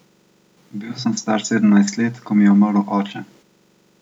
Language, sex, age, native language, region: Slovenian, male, 18-29, Slovenian, Central Slovenia